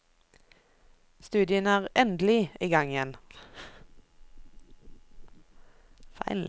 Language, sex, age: Norwegian, female, 24